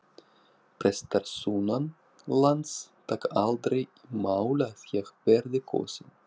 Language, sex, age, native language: Icelandic, male, 40-49, Russian